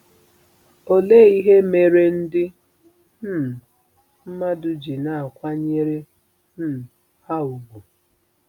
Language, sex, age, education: Igbo, female, 30-45, tertiary